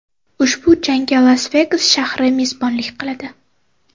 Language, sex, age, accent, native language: Uzbek, female, 18-24, Toshkent viloyati, Uzbek